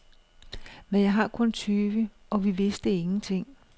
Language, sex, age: Danish, female, 56